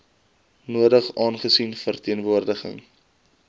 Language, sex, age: Afrikaans, male, 22